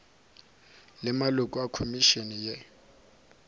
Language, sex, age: Northern Sotho, male, 23